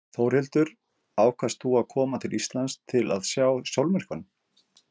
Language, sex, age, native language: Icelandic, male, 50-59, Icelandic